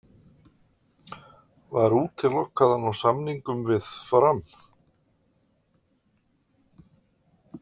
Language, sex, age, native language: Icelandic, male, 50-59, Icelandic